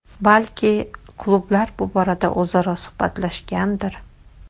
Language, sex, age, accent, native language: Uzbek, female, 25-34, Toshkent shahri, Uzbek